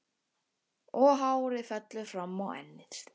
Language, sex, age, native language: Icelandic, female, 12, Icelandic